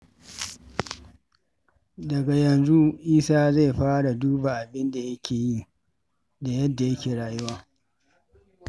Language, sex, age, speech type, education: Hausa, male, 46-60, read, secondary